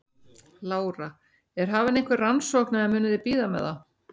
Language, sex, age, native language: Icelandic, female, 60-69, Icelandic